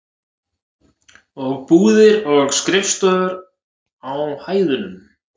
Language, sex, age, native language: Icelandic, male, 40-49, Icelandic